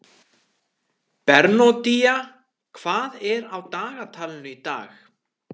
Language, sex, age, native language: Icelandic, male, 30-39, Icelandic